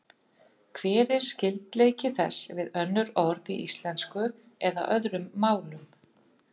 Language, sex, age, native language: Icelandic, female, 50-59, Icelandic